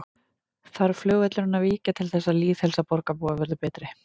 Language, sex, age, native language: Icelandic, female, 30-39, Icelandic